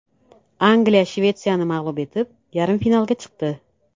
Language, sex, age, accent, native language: Uzbek, female, 35+, Namangan, Uzbek